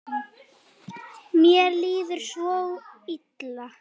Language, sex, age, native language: Icelandic, female, 9, Icelandic